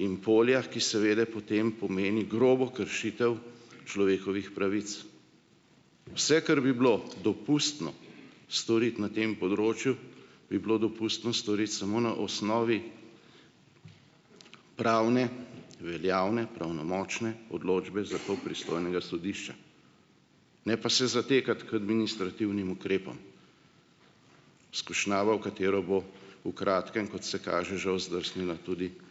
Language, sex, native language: Slovenian, male, Slovenian